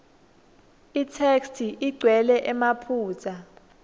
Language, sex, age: Swati, female, 19